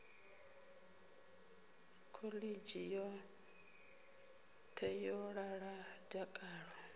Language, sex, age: Venda, female, 33